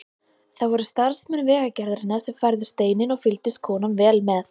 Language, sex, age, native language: Icelandic, female, 20-29, Icelandic